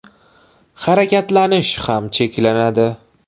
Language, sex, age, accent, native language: Uzbek, male, 18-24, Toshkent viloyati, Uzbek